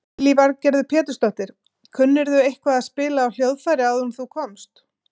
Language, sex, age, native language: Icelandic, female, 50-59, Icelandic